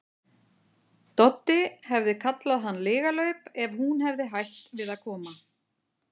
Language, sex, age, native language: Icelandic, female, 40-49, Icelandic